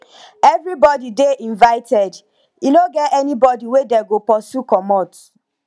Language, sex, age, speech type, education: Nigerian Pidgin, female, 15-29, spontaneous, tertiary